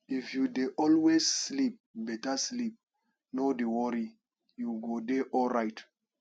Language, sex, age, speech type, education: Nigerian Pidgin, male, 30-45, spontaneous, tertiary